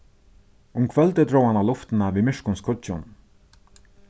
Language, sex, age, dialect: Faroese, male, 36-60, Suðurstreymoy